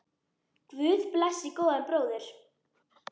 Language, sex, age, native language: Icelandic, female, 10, Icelandic